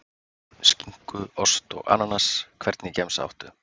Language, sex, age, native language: Icelandic, male, 50-59, Icelandic